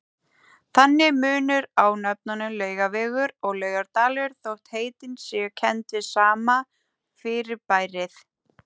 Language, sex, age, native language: Icelandic, female, 20-29, Icelandic